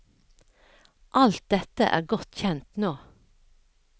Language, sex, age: Norwegian, female, 57